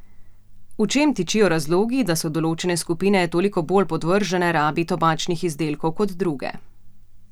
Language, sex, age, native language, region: Slovenian, female, 30-49, Slovenian, Central Slovenia